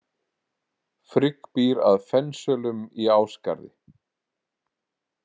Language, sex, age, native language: Icelandic, male, 40-49, Icelandic